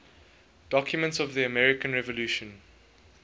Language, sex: English, male